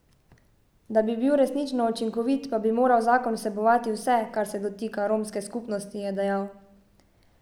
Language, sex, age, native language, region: Slovenian, female, 18-29, Slovenian, Savinja region